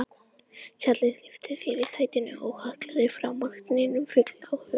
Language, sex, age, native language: Icelandic, female, 18-19, Icelandic